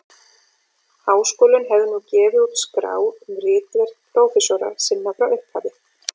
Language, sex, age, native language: Icelandic, female, 40-49, Icelandic